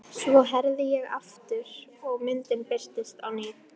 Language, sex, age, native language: Icelandic, female, 13, Icelandic